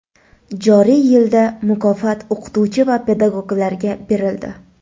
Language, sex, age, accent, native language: Uzbek, female, 25-34, Toshkent shahri, Uzbek